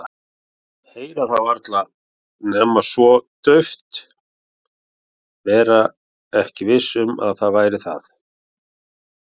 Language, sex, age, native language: Icelandic, male, 40-49, Icelandic